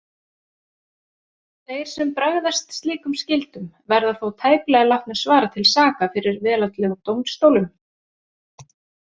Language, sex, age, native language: Icelandic, female, 40-49, Icelandic